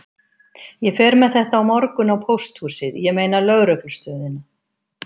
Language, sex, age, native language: Icelandic, female, 50-59, Icelandic